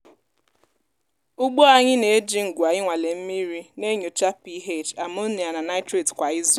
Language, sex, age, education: Igbo, female, 15-29, tertiary